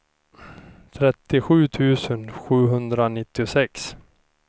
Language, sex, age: Swedish, male, 38